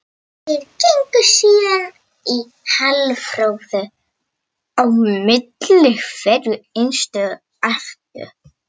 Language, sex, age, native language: Icelandic, female, 18-19, Icelandic